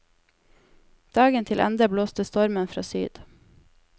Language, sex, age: Norwegian, female, 18